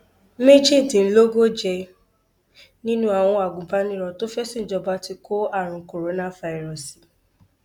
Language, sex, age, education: Yoruba, female, 15-29, tertiary